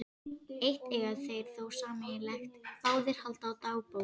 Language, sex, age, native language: Icelandic, female, 12, Icelandic